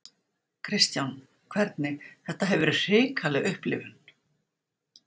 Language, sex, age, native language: Icelandic, female, 60-69, Icelandic